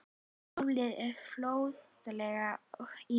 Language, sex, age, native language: Icelandic, female, 11, Icelandic